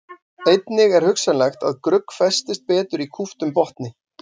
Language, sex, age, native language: Icelandic, male, 40-49, Icelandic